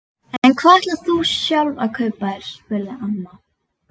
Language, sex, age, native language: Icelandic, female, 12, Icelandic